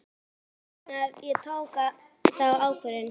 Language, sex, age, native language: Icelandic, female, 11, Icelandic